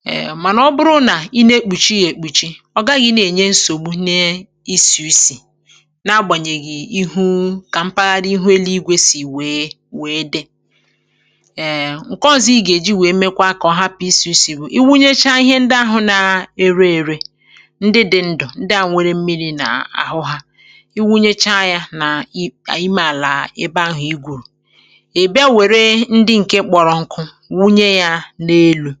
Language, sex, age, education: Igbo, female, 46-60, tertiary